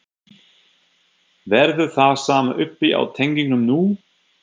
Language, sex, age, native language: Icelandic, male, 50-59, German